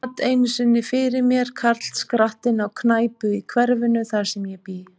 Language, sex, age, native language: Icelandic, female, 50-59, Icelandic